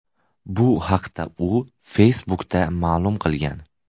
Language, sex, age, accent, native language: Uzbek, male, 18-24, Farg'ona, Uzbek